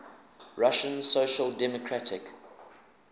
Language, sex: English, male